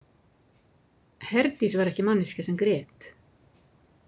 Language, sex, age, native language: Icelandic, female, 50-59, Icelandic